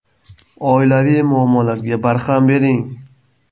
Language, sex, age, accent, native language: Uzbek, male, 18-24, Surxondaryo, Uzbek